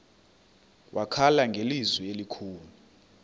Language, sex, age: Xhosa, male, 33